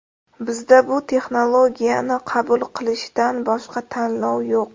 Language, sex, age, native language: Uzbek, female, 18-24, Uzbek